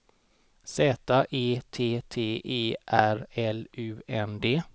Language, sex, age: Swedish, male, 29